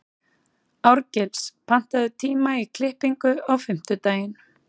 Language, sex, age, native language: Icelandic, female, 30-39, Icelandic